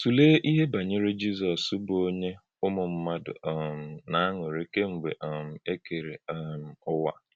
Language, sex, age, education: Igbo, male, 15-29, tertiary